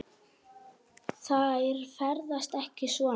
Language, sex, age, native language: Icelandic, male, 6, Icelandic